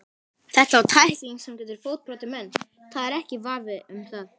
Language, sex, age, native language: Icelandic, male, 18-19, Icelandic